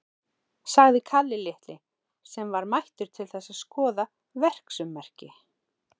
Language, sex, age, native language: Icelandic, female, 40-49, Icelandic